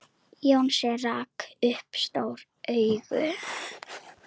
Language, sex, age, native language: Icelandic, female, 9, Icelandic